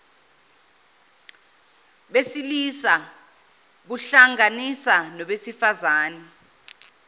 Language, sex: Zulu, female